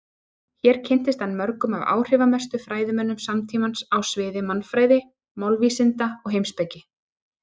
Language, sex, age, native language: Icelandic, female, 30-39, Icelandic